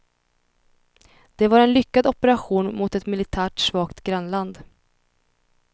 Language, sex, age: Swedish, female, 21